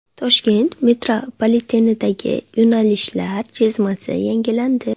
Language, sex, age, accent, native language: Uzbek, female, 19-29, Namangan, Uzbek